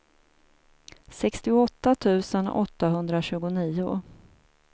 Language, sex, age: Swedish, female, 42